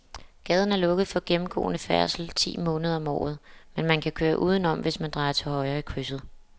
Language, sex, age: Danish, female, 27